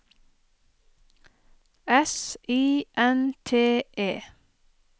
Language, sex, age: Norwegian, female, 30